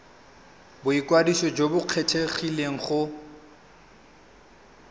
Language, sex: Tswana, male